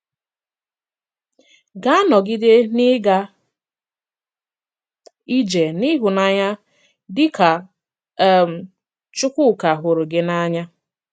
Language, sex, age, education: Igbo, female, 15-29, secondary